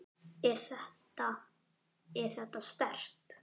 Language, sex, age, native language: Icelandic, female, 10, Icelandic